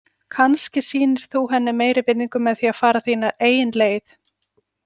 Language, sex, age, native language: Icelandic, female, 40-49, Icelandic